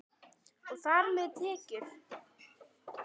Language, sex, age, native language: Icelandic, female, 10, Icelandic